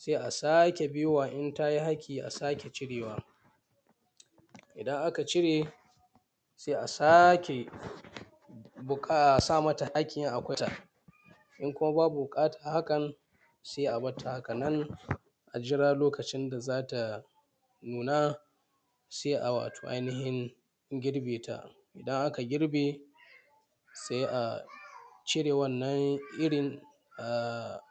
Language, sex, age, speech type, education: Hausa, male, 15-29, spontaneous, primary